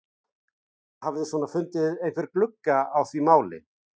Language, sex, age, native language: Icelandic, male, 40-49, Icelandic